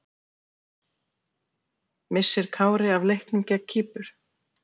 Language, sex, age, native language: Icelandic, female, 40-49, Icelandic